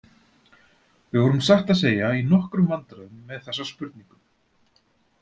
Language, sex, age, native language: Icelandic, male, 40-49, Icelandic